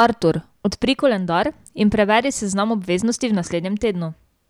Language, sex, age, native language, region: Slovenian, female, 18-29, Slovenian, Drava region